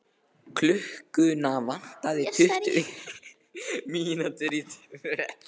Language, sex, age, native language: Icelandic, other, 13, Icelandic